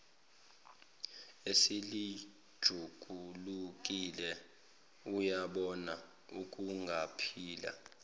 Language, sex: Zulu, male